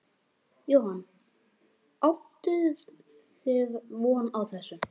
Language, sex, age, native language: Icelandic, male, 11, Icelandic